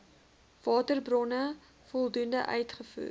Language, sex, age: Afrikaans, female, 21